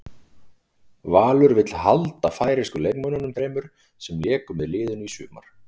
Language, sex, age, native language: Icelandic, male, 40-49, Icelandic